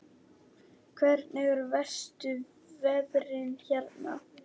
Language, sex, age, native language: Icelandic, male, 10, Icelandic